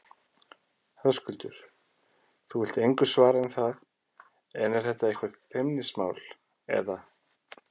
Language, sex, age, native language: Icelandic, male, 50-59, Icelandic